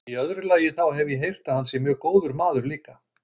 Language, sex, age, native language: Icelandic, male, 60-69, Icelandic